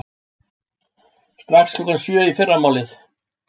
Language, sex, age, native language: Icelandic, male, 60-69, Icelandic